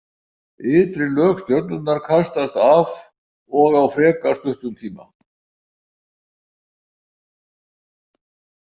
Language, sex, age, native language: Icelandic, male, 80-89, Icelandic